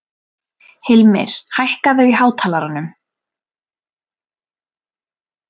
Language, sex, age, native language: Icelandic, female, 13, Icelandic